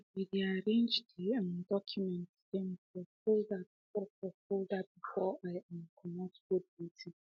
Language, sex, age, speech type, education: Nigerian Pidgin, female, 15-29, spontaneous, secondary